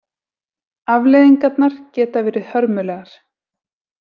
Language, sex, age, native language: Icelandic, female, 40-49, Icelandic